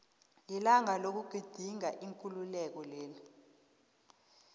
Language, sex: South Ndebele, female